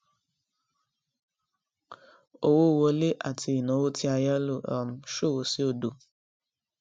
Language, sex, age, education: Yoruba, female, 15-29, tertiary